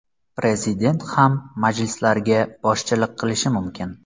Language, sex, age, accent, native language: Uzbek, male, 25-34, Samarqand, Uzbek